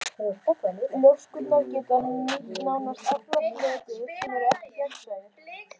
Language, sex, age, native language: Icelandic, female, 18-19, Icelandic